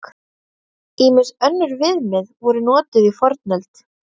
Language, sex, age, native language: Icelandic, female, 30-39, Icelandic